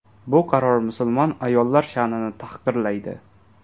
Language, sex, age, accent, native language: Uzbek, male, 18-24, Toshkent viloyati, Uzbek